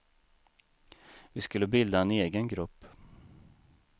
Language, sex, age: Swedish, male, 39